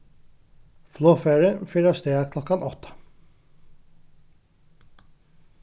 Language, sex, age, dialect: Faroese, male, 36-60, Norðuroyggjar